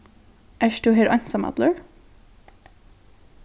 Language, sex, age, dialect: Faroese, female, 15-35, Norðurstreymoy/Eysturoy